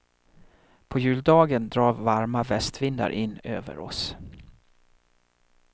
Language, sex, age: Swedish, male, 37